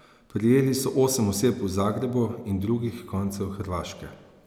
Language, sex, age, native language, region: Slovenian, male, 30-49, Slovenian, Savinja region